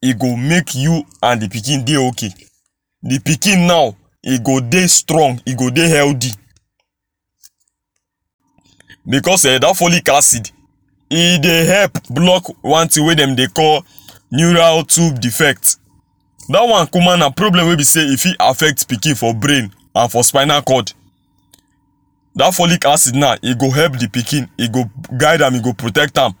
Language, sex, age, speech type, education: Nigerian Pidgin, male, 15-29, spontaneous, tertiary